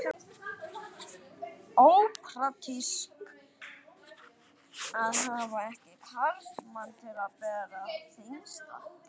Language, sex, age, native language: Icelandic, male, 11, Icelandic